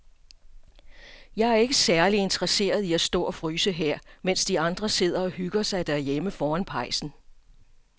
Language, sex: Danish, female